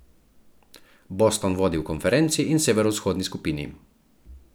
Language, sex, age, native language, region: Slovenian, male, 30-49, Slovenian, Central Slovenia